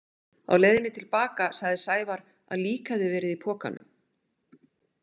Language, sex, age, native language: Icelandic, female, 50-59, Icelandic